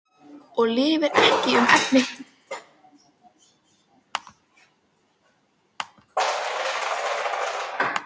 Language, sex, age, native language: Icelandic, female, 12, Icelandic